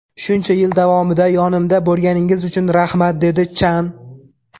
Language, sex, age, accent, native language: Uzbek, male, 18-24, Farg'ona, Uzbek